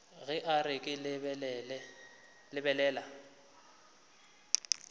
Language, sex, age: Northern Sotho, male, 25